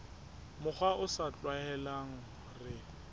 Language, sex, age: Southern Sotho, male, 20